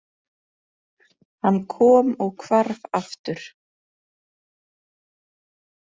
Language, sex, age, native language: Icelandic, female, 30-39, Icelandic